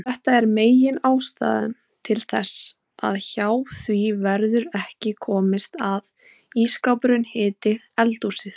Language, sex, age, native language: Icelandic, female, 20-29, Icelandic